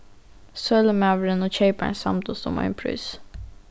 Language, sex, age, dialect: Faroese, female, 15-35, Norðuroyggjar